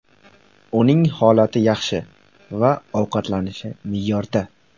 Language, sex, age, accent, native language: Uzbek, male, 18-24, Samarqand, Uzbek